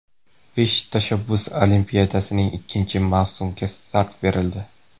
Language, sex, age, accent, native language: Uzbek, male, 18-24, Navoiy, Uzbek